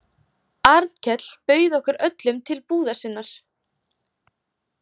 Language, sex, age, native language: Icelandic, female, 18-19, Icelandic